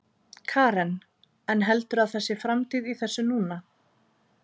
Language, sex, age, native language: Icelandic, female, 30-39, Icelandic